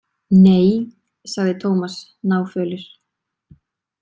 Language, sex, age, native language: Icelandic, female, 20-29, Icelandic